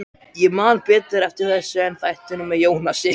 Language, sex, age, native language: Icelandic, male, 13, Icelandic